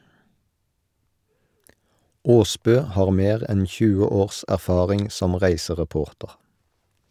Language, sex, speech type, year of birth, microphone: Norwegian, male, read, 1972, Shure